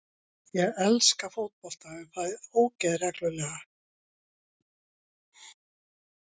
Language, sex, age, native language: Icelandic, female, 60-69, Icelandic